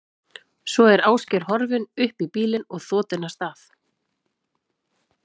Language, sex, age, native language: Icelandic, female, 30-39, Icelandic